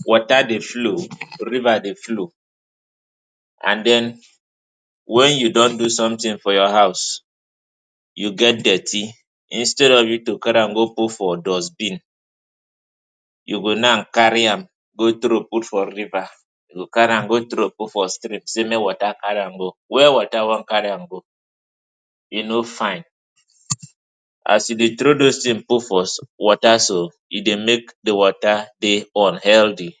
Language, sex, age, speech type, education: Nigerian Pidgin, male, 15-29, spontaneous, tertiary